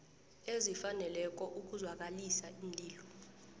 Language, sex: South Ndebele, female